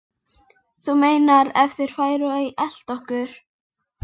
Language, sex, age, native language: Icelandic, female, 11, Icelandic